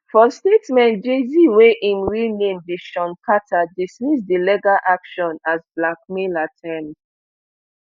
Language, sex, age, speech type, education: Nigerian Pidgin, female, 15-29, spontaneous, tertiary